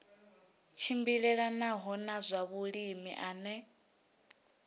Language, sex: Venda, female